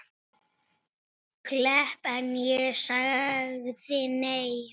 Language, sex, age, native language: Icelandic, female, 9, Icelandic